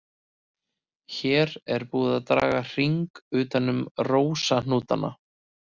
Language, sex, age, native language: Icelandic, male, 30-39, Icelandic